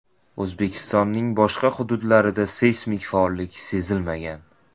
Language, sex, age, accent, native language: Uzbek, male, 18-24, Toshkent viloyati, Uzbek